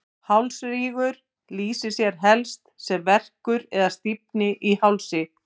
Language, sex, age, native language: Icelandic, female, 50-59, Icelandic